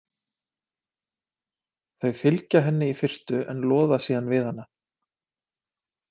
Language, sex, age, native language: Icelandic, male, 30-39, Icelandic